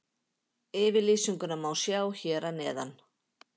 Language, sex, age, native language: Icelandic, female, 50-59, Icelandic